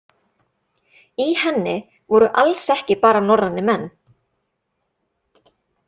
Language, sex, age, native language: Icelandic, female, 30-39, Icelandic